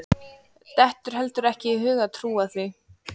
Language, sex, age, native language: Icelandic, female, 14, Icelandic